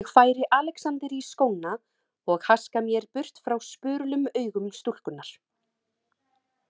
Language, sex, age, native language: Icelandic, female, 30-39, Icelandic